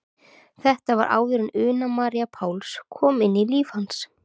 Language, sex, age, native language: Icelandic, female, 30-39, Icelandic